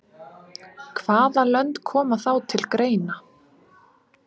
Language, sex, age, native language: Icelandic, female, 20-29, Icelandic